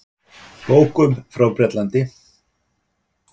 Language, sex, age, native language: Icelandic, male, 50-59, Icelandic